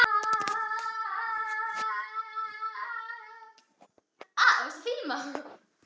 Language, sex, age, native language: Icelandic, other, 18-19, Icelandic